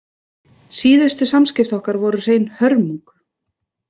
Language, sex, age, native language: Icelandic, female, 30-39, Icelandic